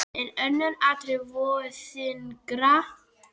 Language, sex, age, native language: Icelandic, female, 10, Icelandic